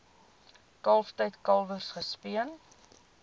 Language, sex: Afrikaans, female